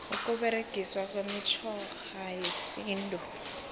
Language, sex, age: South Ndebele, female, 18